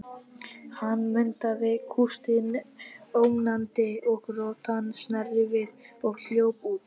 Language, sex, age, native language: Icelandic, female, 50-59, Icelandic